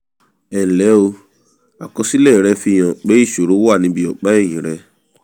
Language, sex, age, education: Yoruba, male, 15-29, tertiary